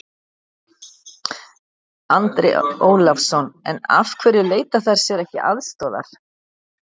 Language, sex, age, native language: Icelandic, female, 60-69, Icelandic